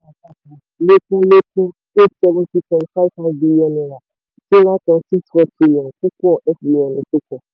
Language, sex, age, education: Yoruba, female, 15-29, tertiary